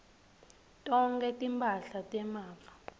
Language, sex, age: Swati, female, 21